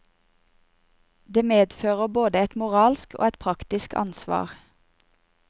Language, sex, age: Norwegian, female, 28